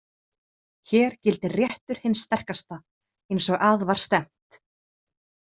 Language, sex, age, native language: Icelandic, female, 30-39, Icelandic